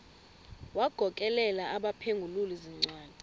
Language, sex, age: Xhosa, female, 24